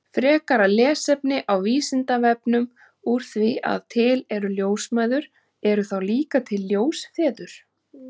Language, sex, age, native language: Icelandic, female, 30-39, Icelandic